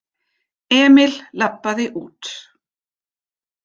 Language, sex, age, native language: Icelandic, female, 50-59, German